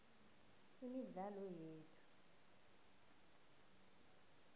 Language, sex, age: South Ndebele, female, 19